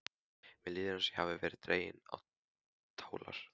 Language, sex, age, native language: Icelandic, male, 15, Icelandic